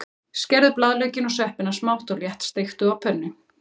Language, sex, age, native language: Icelandic, female, 30-39, Icelandic